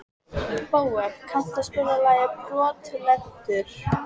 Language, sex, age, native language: Icelandic, female, 14, Icelandic